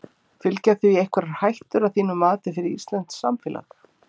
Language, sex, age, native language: Icelandic, female, 50-59, Icelandic